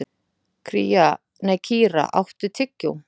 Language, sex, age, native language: Icelandic, female, 40-49, Icelandic